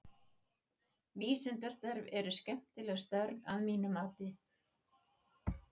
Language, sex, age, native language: Icelandic, other, 80-89, Icelandic